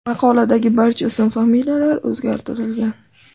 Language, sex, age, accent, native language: Uzbek, female, 25-34, Andijon, Uzbek